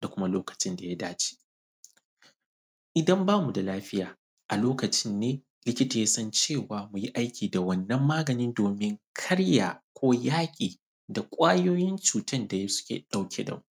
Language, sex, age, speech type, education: Hausa, male, 15-29, spontaneous, secondary